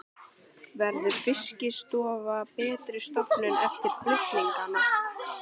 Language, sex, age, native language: Icelandic, female, 14, Icelandic